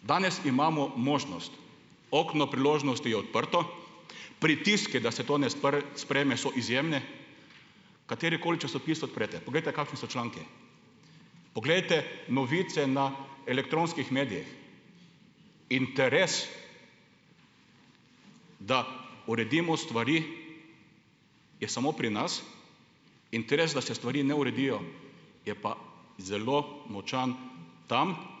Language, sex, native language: Slovenian, male, Slovenian